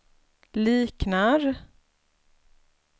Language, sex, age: Swedish, female, 36